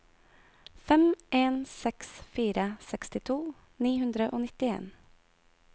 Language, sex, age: Norwegian, female, 22